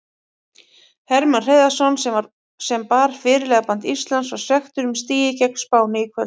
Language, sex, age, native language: Icelandic, female, 40-49, Icelandic